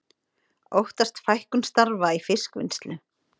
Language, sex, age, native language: Icelandic, female, 30-39, Icelandic